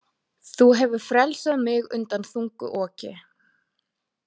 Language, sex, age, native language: Icelandic, female, 20-29, Icelandic